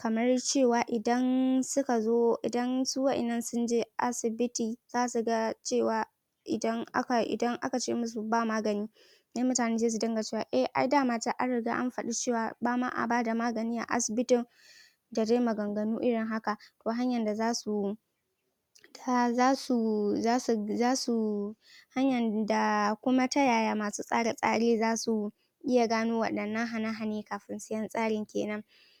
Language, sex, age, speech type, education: Hausa, female, 15-29, spontaneous, tertiary